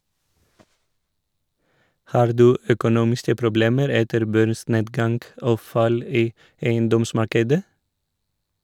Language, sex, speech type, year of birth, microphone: Norwegian, male, read, 1986, Shure